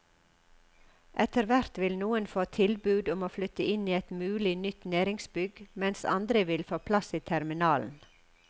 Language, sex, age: Norwegian, female, 54